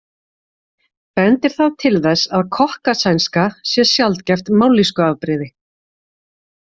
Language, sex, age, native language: Icelandic, female, 40-49, Icelandic